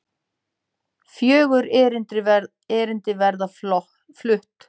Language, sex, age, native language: Icelandic, female, 9, Icelandic